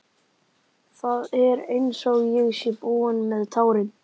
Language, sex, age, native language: Icelandic, male, 11, Icelandic